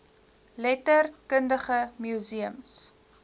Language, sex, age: Afrikaans, female, 19